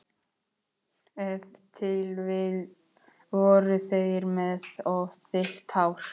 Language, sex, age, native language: Icelandic, male, 11, Icelandic